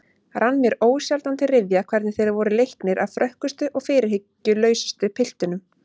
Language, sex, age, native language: Icelandic, female, 30-39, Icelandic